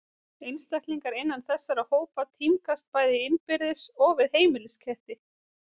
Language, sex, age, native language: Icelandic, female, 30-39, Icelandic